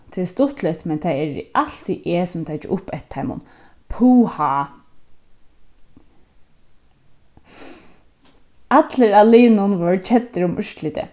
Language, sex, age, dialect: Faroese, female, 15-35, Suðurstreymoy